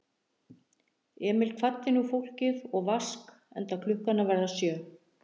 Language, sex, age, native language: Icelandic, female, 60-69, Icelandic